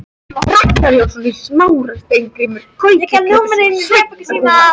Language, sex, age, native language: Icelandic, female, 13, Icelandic